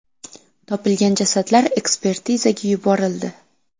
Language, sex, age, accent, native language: Uzbek, female, 12-17, Samarqand, Uzbek